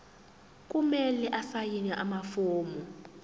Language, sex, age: Zulu, female, 17